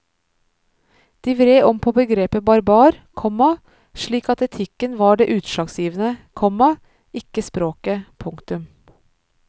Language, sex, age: Norwegian, female, 33